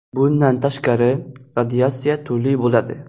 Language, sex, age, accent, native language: Uzbek, male, 12-17, Xorazm, Uzbek